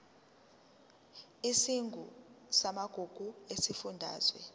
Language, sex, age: Zulu, female, 19